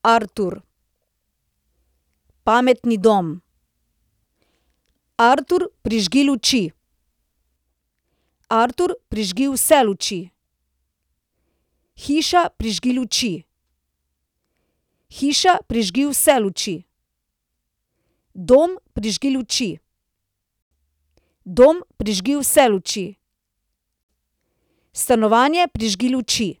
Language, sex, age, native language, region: Slovenian, female, 30-49, Slovenian, Central Slovenia